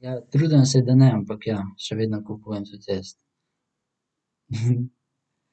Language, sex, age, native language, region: Slovenian, male, 18-29, Slovenian, Central Slovenia